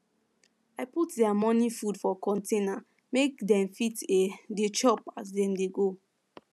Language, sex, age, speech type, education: Nigerian Pidgin, female, 15-29, spontaneous, secondary